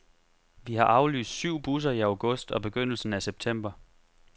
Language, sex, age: Danish, male, 25